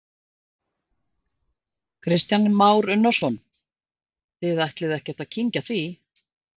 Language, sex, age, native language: Icelandic, female, 50-59, Icelandic